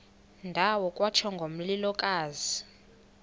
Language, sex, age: Xhosa, female, 20